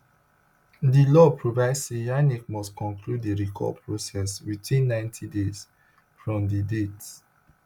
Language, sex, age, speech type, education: Nigerian Pidgin, male, 30-45, spontaneous, tertiary